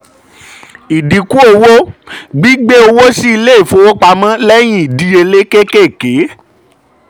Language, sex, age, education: Yoruba, male, 30-45, tertiary